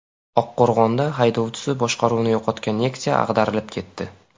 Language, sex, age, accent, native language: Uzbek, male, 18-24, Farg'ona, Uzbek